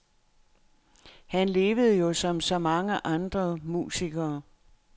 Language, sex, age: Danish, female, 69